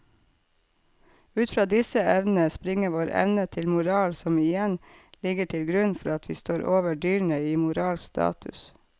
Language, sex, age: Norwegian, female, 48